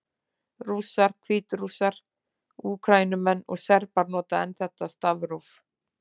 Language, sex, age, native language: Icelandic, female, 40-49, Icelandic